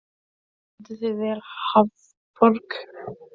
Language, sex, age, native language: Icelandic, female, 14, Icelandic